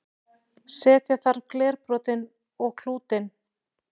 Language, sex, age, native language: Icelandic, female, 40-49, Icelandic